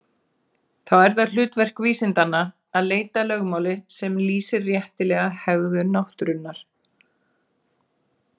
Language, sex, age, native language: Icelandic, female, 40-49, Icelandic